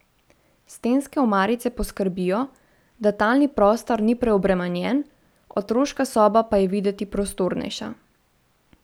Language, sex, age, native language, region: Slovenian, female, 18-29, Slovenian, Central Slovenia